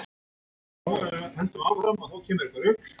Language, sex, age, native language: Icelandic, male, 60-69, Icelandic